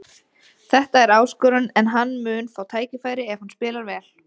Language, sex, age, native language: Icelandic, female, 20-29, Icelandic